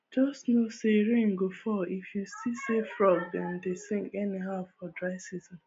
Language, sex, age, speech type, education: Nigerian Pidgin, female, 15-29, spontaneous, tertiary